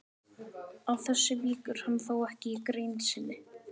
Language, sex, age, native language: Icelandic, male, 12, Icelandic